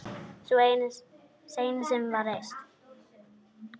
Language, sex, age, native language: Icelandic, male, 9, Icelandic